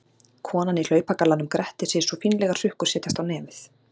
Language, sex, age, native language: Icelandic, female, 40-49, Icelandic